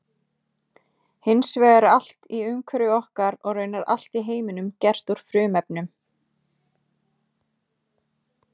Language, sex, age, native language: Icelandic, female, 30-39, Icelandic